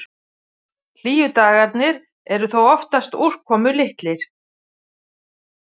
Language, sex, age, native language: Icelandic, female, 50-59, Icelandic